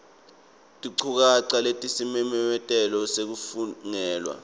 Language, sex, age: Swati, male, 24